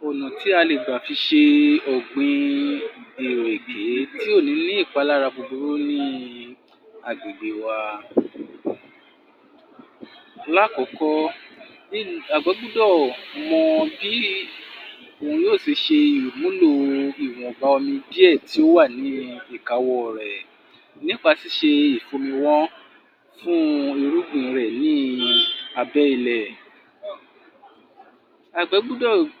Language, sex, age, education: Yoruba, male, 46-60, tertiary